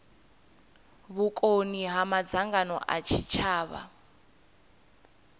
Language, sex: Venda, female